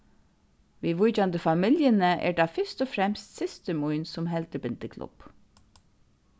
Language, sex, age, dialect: Faroese, female, 36-60, Suðurstreymoy